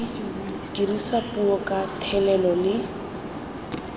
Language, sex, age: Tswana, female, 20